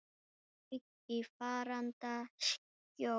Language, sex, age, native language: Icelandic, female, 9, Icelandic